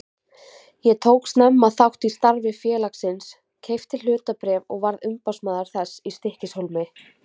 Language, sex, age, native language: Icelandic, female, 20-29, Icelandic